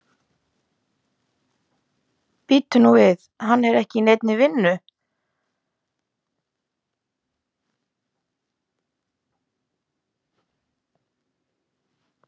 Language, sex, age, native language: Icelandic, female, 50-59, Icelandic